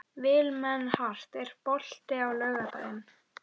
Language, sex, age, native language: Icelandic, female, 12, Icelandic